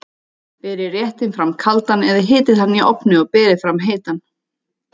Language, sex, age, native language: Icelandic, female, 30-39, Icelandic